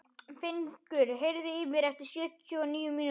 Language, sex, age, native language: Icelandic, other, 12, Icelandic